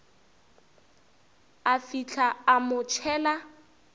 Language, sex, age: Northern Sotho, female, 24